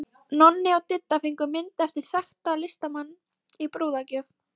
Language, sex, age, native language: Icelandic, female, 13, Icelandic